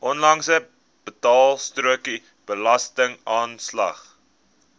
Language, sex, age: Afrikaans, male, 19